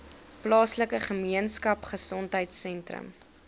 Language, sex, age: Afrikaans, female, 22